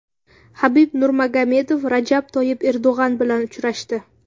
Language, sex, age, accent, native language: Uzbek, female, under 19, Samarqand, Uzbek